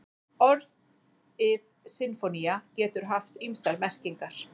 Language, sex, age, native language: Icelandic, female, 40-49, Icelandic